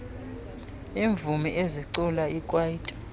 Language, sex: Xhosa, female